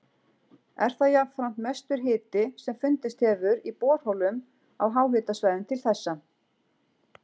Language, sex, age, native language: Icelandic, female, 40-49, Icelandic